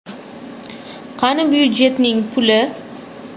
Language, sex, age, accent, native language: Uzbek, female, 19-29, Toshkent shahri, Uzbek